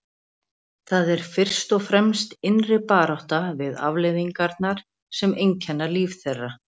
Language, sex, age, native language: Icelandic, female, 40-49, Icelandic